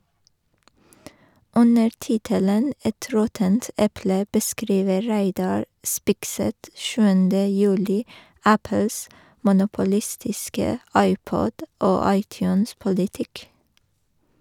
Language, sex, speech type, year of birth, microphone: Norwegian, female, read, 1985, Shure